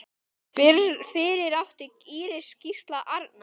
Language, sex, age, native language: Icelandic, male, 10, Icelandic